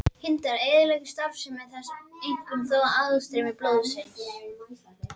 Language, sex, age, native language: Icelandic, female, 12, Icelandic